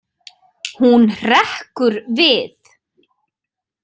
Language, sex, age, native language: Icelandic, female, 30-39, Icelandic